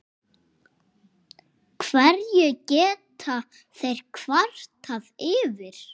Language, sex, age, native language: Icelandic, male, 6, Icelandic